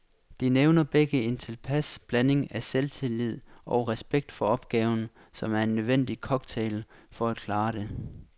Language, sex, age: Danish, male, 26